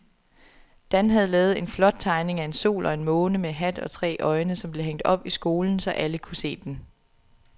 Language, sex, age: Danish, female, 27